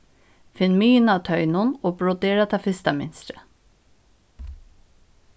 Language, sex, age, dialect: Faroese, female, 15-35, Norðuroyggjar